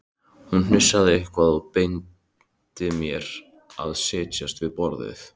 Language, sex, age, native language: Icelandic, male, 13, Icelandic